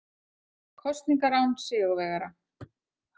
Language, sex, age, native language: Icelandic, female, 40-49, Icelandic